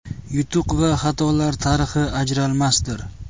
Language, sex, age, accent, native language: Uzbek, male, 25-34, Jizzax, Uzbek